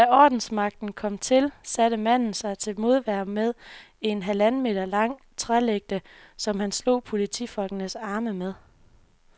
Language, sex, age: Danish, female, 24